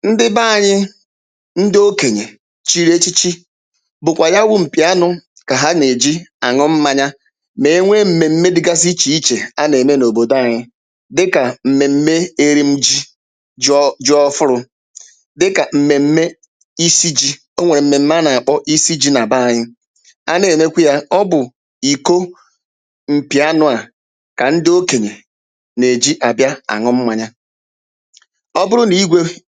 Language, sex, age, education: Igbo, male, 30-45, tertiary